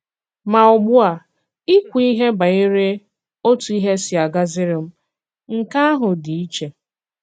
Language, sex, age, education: Igbo, female, 15-29, secondary